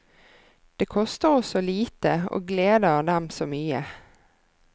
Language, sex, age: Norwegian, female, 33